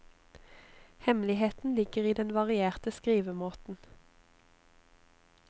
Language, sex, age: Norwegian, female, 25